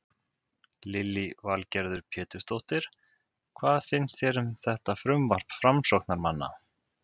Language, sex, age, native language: Icelandic, male, 30-39, Icelandic